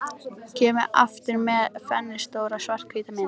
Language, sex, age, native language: Icelandic, female, 13, Icelandic